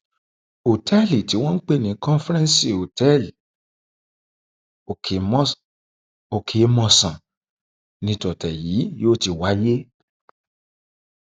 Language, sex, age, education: Yoruba, male, 30-45, tertiary